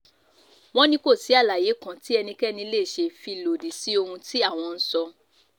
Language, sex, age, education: Yoruba, female, 15-29, tertiary